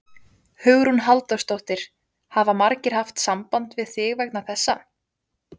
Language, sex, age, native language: Icelandic, female, 20-29, Icelandic